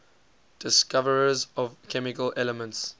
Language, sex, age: English, male, 20